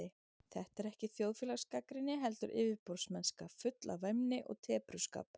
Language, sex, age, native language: Icelandic, female, 30-39, Icelandic